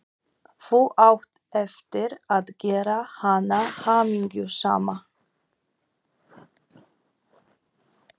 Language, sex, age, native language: Icelandic, female, 40-49, Polish